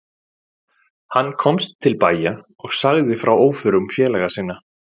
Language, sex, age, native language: Icelandic, male, 40-49, Icelandic